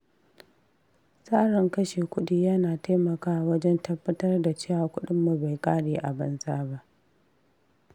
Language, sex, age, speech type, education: Hausa, female, 15-29, read, tertiary